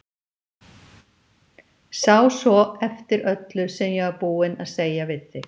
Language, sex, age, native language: Icelandic, female, 50-59, Icelandic